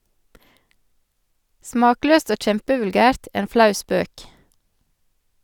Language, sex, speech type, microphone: Norwegian, female, read, Sennheiser